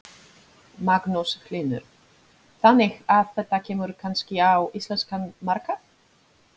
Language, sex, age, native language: Icelandic, female, 30-39, Polish